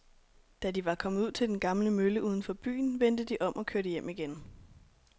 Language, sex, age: Danish, female, 26